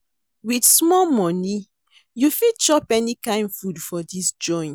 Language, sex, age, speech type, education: Nigerian Pidgin, female, 30-45, read, secondary